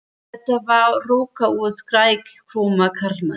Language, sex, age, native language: Icelandic, female, 30-39, German